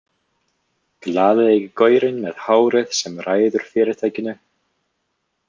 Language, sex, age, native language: Icelandic, male, 20-29, English